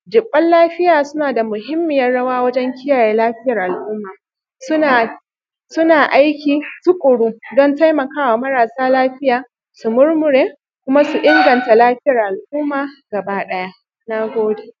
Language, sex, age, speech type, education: Hausa, female, 30-45, spontaneous, primary